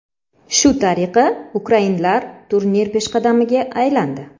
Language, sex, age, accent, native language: Uzbek, female, 35+, Toshkent shahri, Uzbek